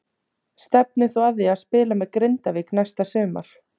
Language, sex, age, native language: Icelandic, female, 30-39, Icelandic